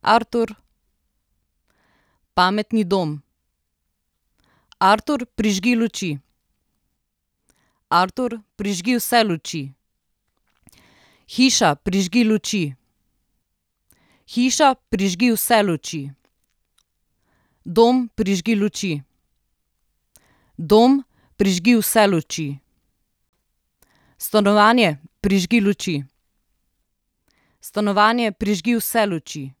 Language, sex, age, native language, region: Slovenian, female, 30-49, Slovenian, Southeast Slovenia